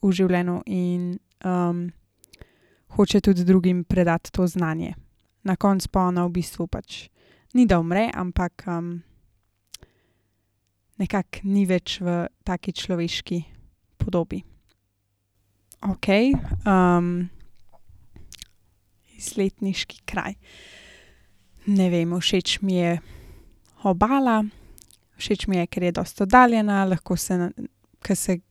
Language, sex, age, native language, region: Slovenian, female, 18-29, Slovenian, Gorenjska region